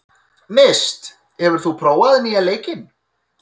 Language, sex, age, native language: Icelandic, male, 30-39, Icelandic